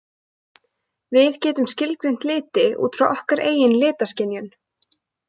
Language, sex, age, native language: Icelandic, female, 20-29, Icelandic